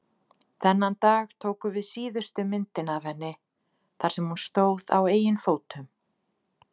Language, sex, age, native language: Icelandic, female, 40-49, Icelandic